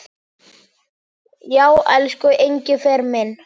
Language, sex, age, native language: Icelandic, female, 8, Icelandic